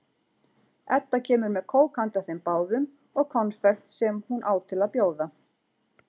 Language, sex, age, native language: Icelandic, female, 40-49, Icelandic